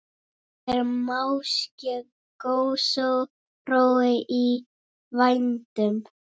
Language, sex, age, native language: Icelandic, female, 9, Icelandic